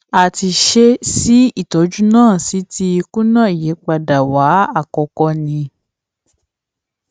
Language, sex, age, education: Yoruba, female, 15-29, tertiary